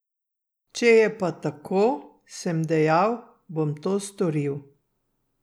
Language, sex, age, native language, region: Slovenian, female, 60+, Slovenian, Drava region